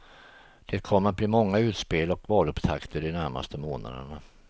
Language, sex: Swedish, male